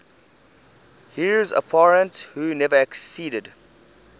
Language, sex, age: English, male, 20